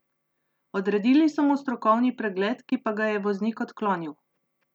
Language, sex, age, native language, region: Slovenian, female, 30-49, Slovenian, Central Slovenia